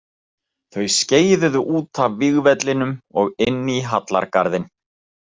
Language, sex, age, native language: Icelandic, male, 40-49, Icelandic